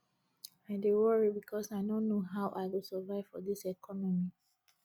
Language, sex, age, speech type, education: Nigerian Pidgin, female, 30-45, spontaneous, tertiary